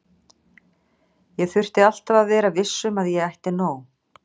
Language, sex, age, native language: Icelandic, female, 60-69, Icelandic